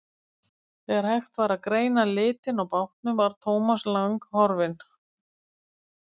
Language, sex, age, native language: Icelandic, female, 50-59, Icelandic